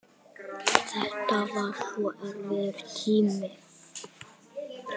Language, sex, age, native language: Icelandic, female, 7, Icelandic